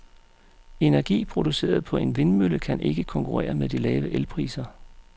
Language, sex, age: Danish, male, 35